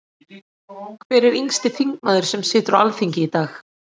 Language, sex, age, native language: Icelandic, female, 40-49, Icelandic